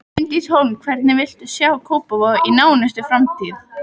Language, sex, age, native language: Icelandic, female, 12, Icelandic